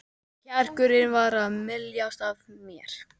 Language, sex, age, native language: Icelandic, male, 12, Icelandic